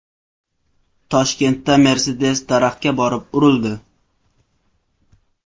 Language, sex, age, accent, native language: Uzbek, male, 18-24, Samarqand, Uzbek